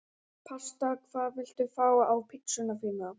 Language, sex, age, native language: Icelandic, male, 11, Icelandic